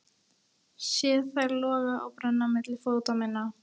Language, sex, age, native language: Icelandic, female, 13, Icelandic